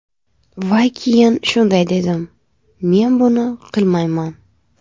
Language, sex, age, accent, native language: Uzbek, female, 18-24, Navoiy, Uzbek